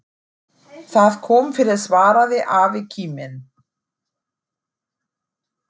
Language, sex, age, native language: Icelandic, female, 40-49, German